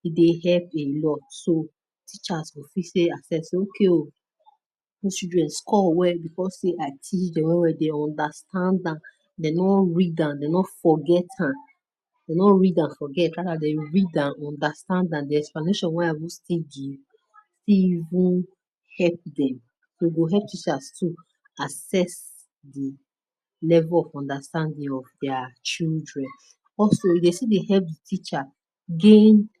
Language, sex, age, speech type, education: Nigerian Pidgin, female, 30-45, spontaneous, tertiary